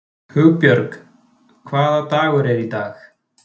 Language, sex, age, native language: Icelandic, male, 30-39, Icelandic